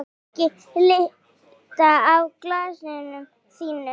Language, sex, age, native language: Icelandic, female, 8, Icelandic